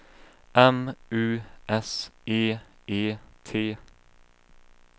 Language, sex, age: Swedish, male, 22